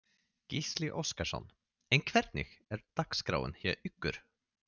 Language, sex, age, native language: Icelandic, male, 30-39, Swedish